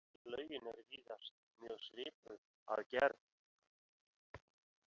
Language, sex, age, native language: Icelandic, male, 50-59, Icelandic